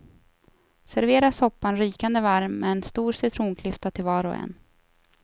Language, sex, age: Swedish, female, 24